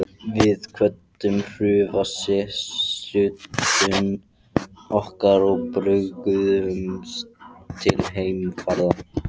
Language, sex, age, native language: Icelandic, male, 14, Icelandic